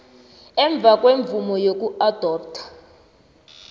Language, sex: South Ndebele, female